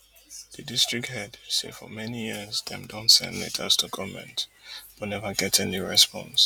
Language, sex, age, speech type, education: Nigerian Pidgin, male, 30-45, spontaneous, tertiary